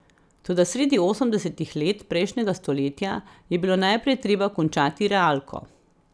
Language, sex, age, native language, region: Slovenian, female, 50-59, Slovenian, Central Slovenia